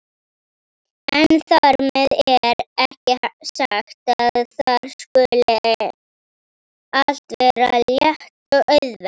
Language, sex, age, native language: Icelandic, female, 18-19, Icelandic